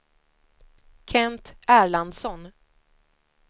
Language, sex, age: Swedish, female, 25